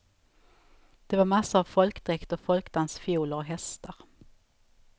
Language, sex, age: Swedish, female, 34